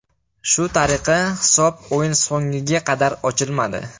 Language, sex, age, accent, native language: Uzbek, male, 18-24, Farg'ona, Uzbek